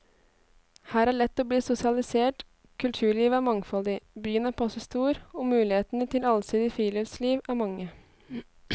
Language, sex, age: Norwegian, female, 18